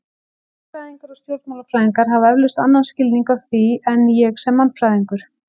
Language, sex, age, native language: Icelandic, female, 40-49, Icelandic